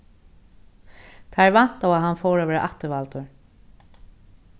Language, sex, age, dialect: Faroese, female, 36-60, Norðurstreymoy/Eysturoy